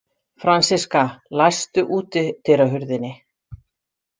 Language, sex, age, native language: Icelandic, female, 60-69, Icelandic